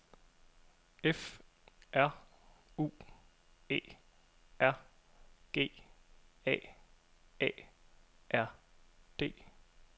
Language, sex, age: Danish, male, 27